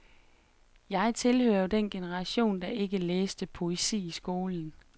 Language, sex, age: Danish, female, 33